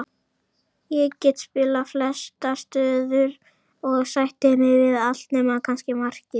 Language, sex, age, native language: Icelandic, female, 30-39, Icelandic